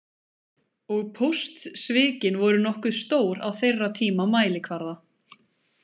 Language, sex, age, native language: Icelandic, female, 20-29, Icelandic